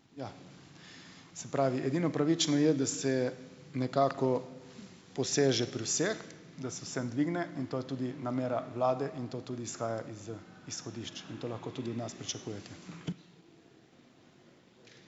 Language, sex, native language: Slovenian, male, Slovenian